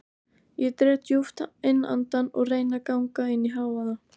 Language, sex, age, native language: Icelandic, female, 18-19, Icelandic